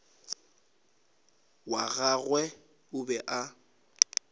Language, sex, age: Northern Sotho, male, 18